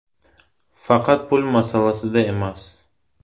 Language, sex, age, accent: Uzbek, male, 18-24, Samarqand